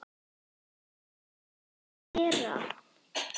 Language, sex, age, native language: Icelandic, male, 30-39, Icelandic